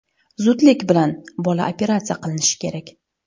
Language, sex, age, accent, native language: Uzbek, female, 25-34, Surxondaryo, Uzbek